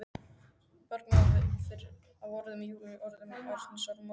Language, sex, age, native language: Icelandic, male, 12, Icelandic